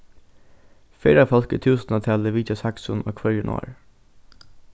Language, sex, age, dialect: Faroese, male, 15-35, Norðurstreymoy/Eysturoy